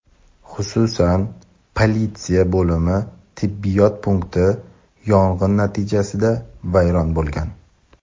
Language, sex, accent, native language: Uzbek, male, Toshkent shahri, Uzbek